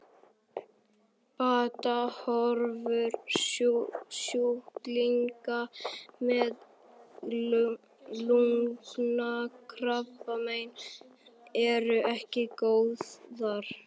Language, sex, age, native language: Icelandic, male, 11, Icelandic